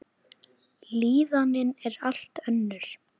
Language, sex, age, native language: Icelandic, female, 10, Icelandic